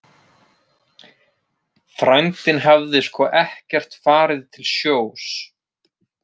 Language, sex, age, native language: Icelandic, male, 30-39, Icelandic